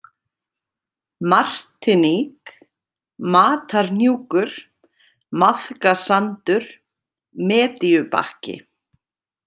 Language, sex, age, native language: Icelandic, female, 30-39, Icelandic